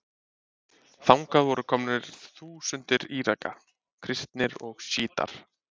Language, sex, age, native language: Icelandic, male, 30-39, Icelandic